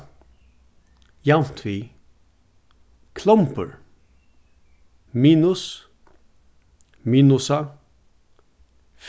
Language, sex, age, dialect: Faroese, male, 36-60, Suðurstreymoy